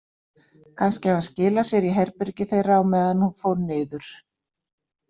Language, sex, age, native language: Icelandic, female, 60-69, Icelandic